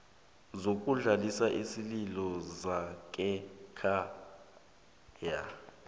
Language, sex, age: South Ndebele, male, 18